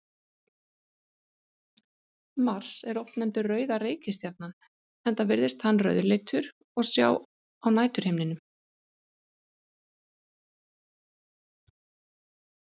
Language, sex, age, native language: Icelandic, female, 50-59, Icelandic